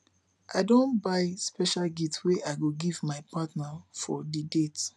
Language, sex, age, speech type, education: Nigerian Pidgin, male, 15-29, spontaneous, tertiary